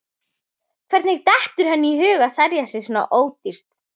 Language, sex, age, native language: Icelandic, female, 11, Icelandic